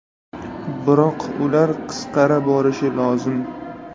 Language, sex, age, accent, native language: Uzbek, male, 18-24, Namangan, Uzbek